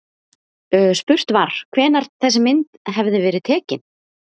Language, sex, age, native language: Icelandic, female, 30-39, Icelandic